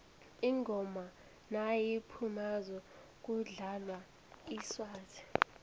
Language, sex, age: South Ndebele, female, 20